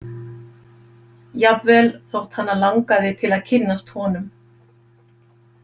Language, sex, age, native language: Icelandic, female, 50-59, Icelandic